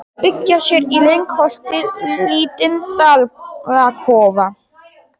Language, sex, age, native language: Icelandic, male, 40-49, Polish